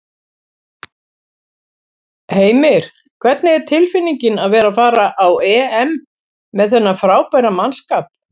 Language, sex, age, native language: Icelandic, female, 70-79, Icelandic